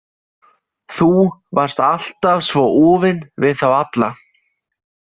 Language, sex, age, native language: Icelandic, male, 20-29, Icelandic